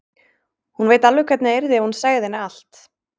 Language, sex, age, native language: Icelandic, female, 20-29, Icelandic